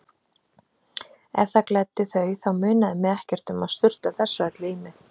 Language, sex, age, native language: Icelandic, female, 30-39, Icelandic